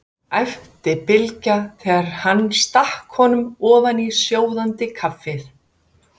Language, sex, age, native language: Icelandic, female, 50-59, Icelandic